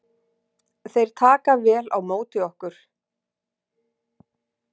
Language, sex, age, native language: Icelandic, female, 40-49, Icelandic